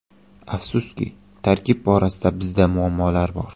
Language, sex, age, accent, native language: Uzbek, male, 18-24, Qoraqalpog'iston, Uzbek